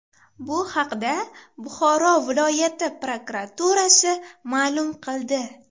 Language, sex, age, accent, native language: Uzbek, female, 12-17, Farg'ona, Uzbek